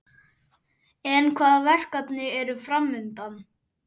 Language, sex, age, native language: Icelandic, male, 11, Icelandic